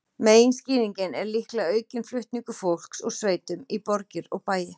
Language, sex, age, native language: Icelandic, female, 40-49, Icelandic